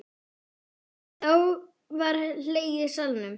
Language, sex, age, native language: Icelandic, female, 10, Icelandic